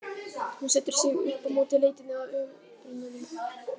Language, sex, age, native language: Icelandic, male, 18-19, Icelandic